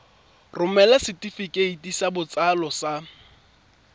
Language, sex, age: Tswana, male, 24